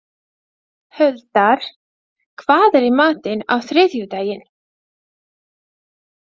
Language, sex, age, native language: Icelandic, female, 20-29, Latvian